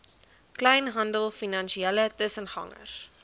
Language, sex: Afrikaans, female